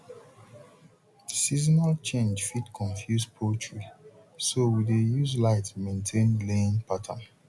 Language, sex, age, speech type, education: Nigerian Pidgin, male, 30-45, spontaneous, tertiary